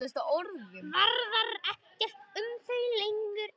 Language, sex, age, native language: Icelandic, male, 10, Icelandic